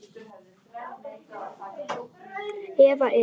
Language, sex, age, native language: Icelandic, male, 10, Icelandic